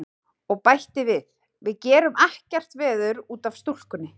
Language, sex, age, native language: Icelandic, female, 30-39, Icelandic